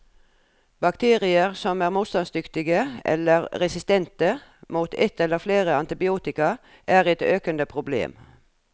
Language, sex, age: Norwegian, female, 57